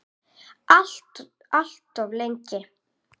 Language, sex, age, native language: Icelandic, female, 8, Icelandic